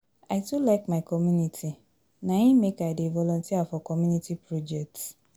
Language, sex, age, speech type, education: Nigerian Pidgin, female, 30-45, spontaneous, tertiary